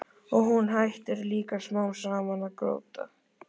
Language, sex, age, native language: Icelandic, male, 13, Icelandic